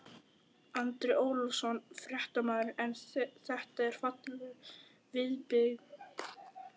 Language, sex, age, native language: Icelandic, male, 11, Icelandic